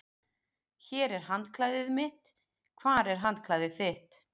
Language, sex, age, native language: Icelandic, female, 40-49, Icelandic